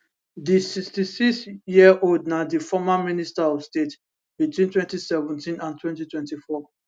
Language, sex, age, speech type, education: Nigerian Pidgin, male, 15-29, spontaneous, tertiary